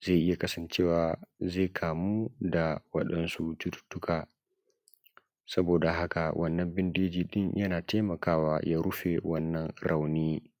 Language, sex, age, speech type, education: Hausa, female, 30-45, spontaneous, tertiary